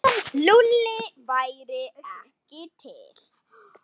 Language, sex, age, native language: Icelandic, female, 8, Icelandic